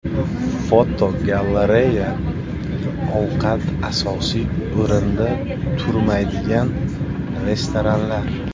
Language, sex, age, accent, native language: Uzbek, male, 25-34, Buxoro, Uzbek